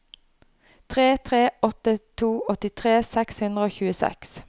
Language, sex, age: Norwegian, female, 29